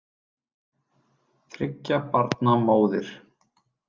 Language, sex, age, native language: Icelandic, male, 30-39, Icelandic